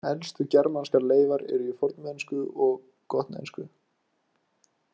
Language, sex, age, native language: Icelandic, male, 20-29, Icelandic